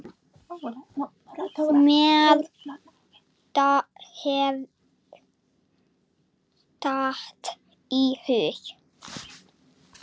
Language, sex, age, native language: Icelandic, female, 8, Icelandic